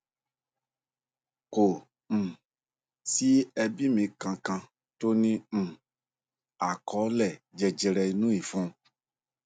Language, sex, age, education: Yoruba, male, 46-60, tertiary